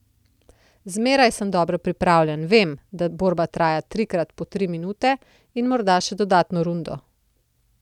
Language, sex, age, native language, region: Slovenian, female, 30-49, Slovenian, Central Slovenia